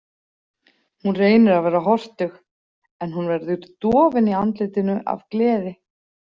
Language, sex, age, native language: Icelandic, female, 40-49, Icelandic